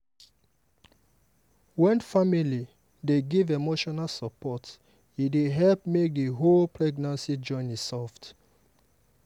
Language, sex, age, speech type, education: Nigerian Pidgin, male, 15-29, spontaneous, tertiary